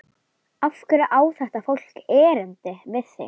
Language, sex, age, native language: Icelandic, female, 11, Icelandic